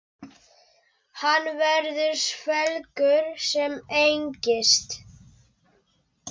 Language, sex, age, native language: Icelandic, male, 10, Polish